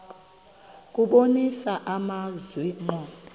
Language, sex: Xhosa, female